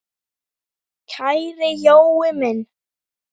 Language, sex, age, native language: Icelandic, female, 9, Icelandic